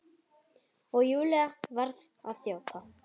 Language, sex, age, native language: Icelandic, female, 10, Icelandic